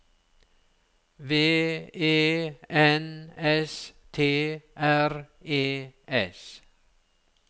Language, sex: Norwegian, male